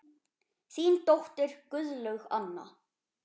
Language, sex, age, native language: Icelandic, male, 10, Icelandic